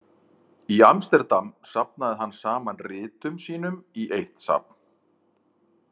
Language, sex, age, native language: Icelandic, male, 50-59, Icelandic